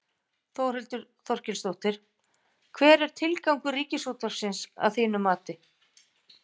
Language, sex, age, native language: Icelandic, female, 50-59, Icelandic